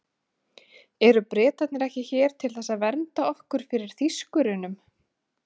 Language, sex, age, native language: Icelandic, female, 30-39, Icelandic